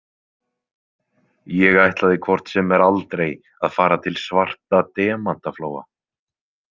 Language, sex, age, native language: Icelandic, male, 20-29, Icelandic